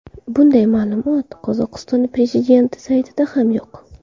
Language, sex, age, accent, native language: Uzbek, female, 18-24, Qashqadaryo, Uzbek